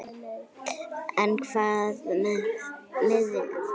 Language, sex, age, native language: Icelandic, female, 9, Icelandic